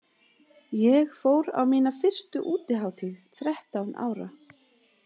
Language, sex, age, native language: Icelandic, female, 40-49, Icelandic